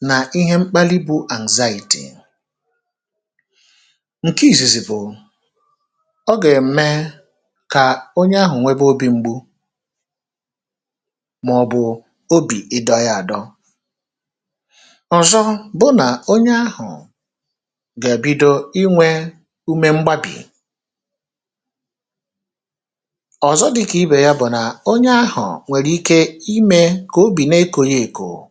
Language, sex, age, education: Igbo, male, 30-45, tertiary